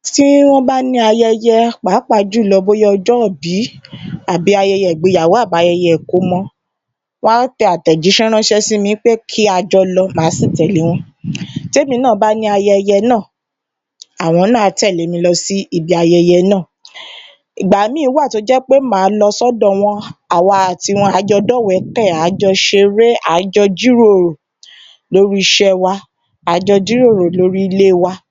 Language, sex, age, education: Yoruba, female, 30-45, tertiary